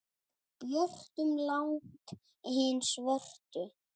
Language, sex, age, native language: Icelandic, female, 7, Icelandic